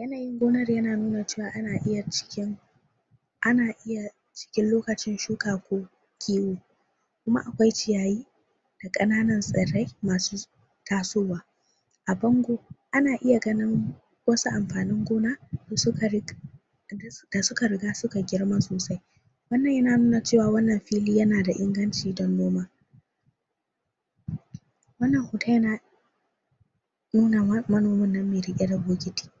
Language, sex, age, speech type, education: Hausa, female, 46-60, spontaneous, tertiary